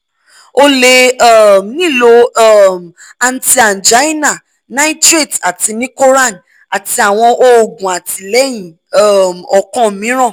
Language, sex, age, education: Yoruba, female, 15-29, tertiary